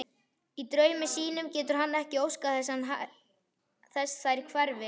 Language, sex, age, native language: Icelandic, male, 11, Icelandic